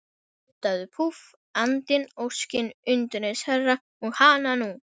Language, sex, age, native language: Icelandic, female, 12, Icelandic